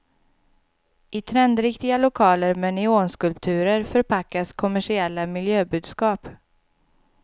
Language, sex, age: Swedish, female, 26